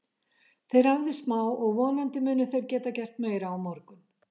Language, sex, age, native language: Icelandic, female, 70-79, Icelandic